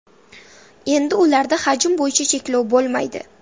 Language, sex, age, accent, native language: Uzbek, female, 12-17, Samarqand, Uzbek